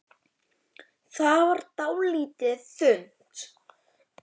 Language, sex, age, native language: Icelandic, male, 10, Icelandic